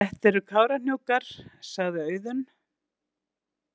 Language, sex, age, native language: Icelandic, female, 60-69, Icelandic